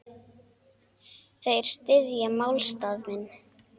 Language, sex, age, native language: Icelandic, male, 10, Icelandic